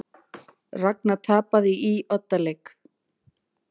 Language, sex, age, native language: Icelandic, female, 50-59, Icelandic